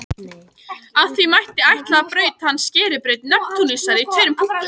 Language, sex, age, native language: Icelandic, female, 18-19, Icelandic